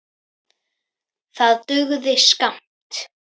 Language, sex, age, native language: Icelandic, female, 10, Icelandic